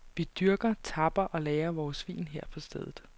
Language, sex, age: Danish, female, 29